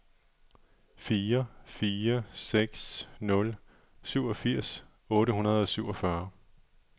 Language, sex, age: Danish, male, 37